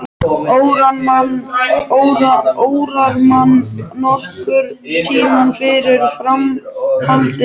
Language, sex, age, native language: Icelandic, male, 13, Icelandic